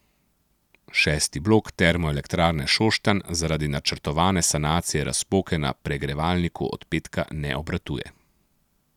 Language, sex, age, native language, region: Slovenian, male, 30-49, Slovenian, Central Slovenia